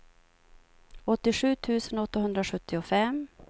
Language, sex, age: Swedish, female, 52